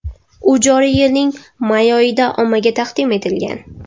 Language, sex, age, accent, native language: Uzbek, female, 19-29, Toshkent shahri, Uzbek